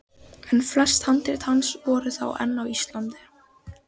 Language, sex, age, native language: Icelandic, female, 12, Icelandic